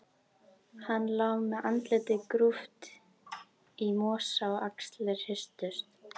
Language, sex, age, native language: Icelandic, female, 12, Icelandic